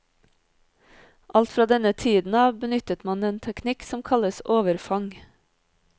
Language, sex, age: Norwegian, female, 30